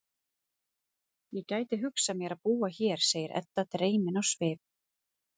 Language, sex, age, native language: Icelandic, female, 30-39, Icelandic